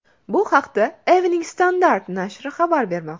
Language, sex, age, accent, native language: Uzbek, female, 19-29, Qashqadaryo, Uzbek